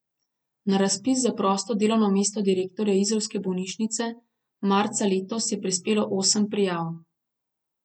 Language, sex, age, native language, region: Slovenian, female, 30-49, Slovenian, Gorenjska region